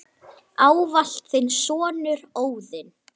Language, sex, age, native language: Icelandic, female, 9, Icelandic